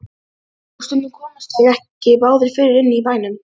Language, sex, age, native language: Icelandic, female, 12, Icelandic